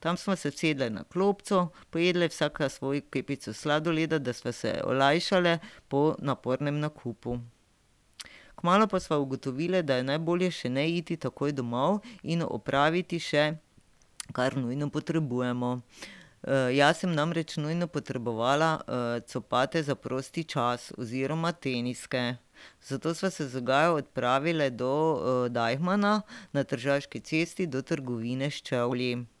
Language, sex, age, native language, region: Slovenian, female, 50-59, Slovenian, Drava region